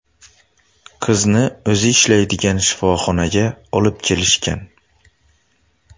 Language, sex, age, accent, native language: Uzbek, male, 25-34, Xorazm, Uzbek